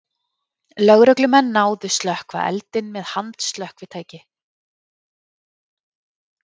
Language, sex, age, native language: Icelandic, female, 30-39, Icelandic